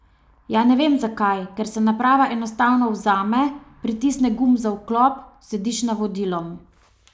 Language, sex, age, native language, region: Slovenian, female, 30-49, Slovenian, Savinja region